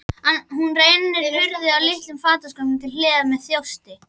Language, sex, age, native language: Icelandic, female, 12, Icelandic